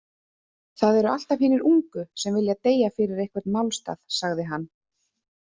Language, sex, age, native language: Icelandic, female, 30-39, Icelandic